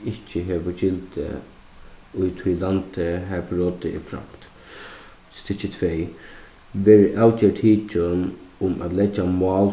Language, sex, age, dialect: Faroese, male, 15-35, Suðuroy